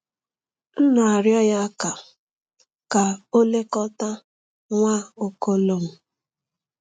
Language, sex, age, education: Igbo, female, 30-45, tertiary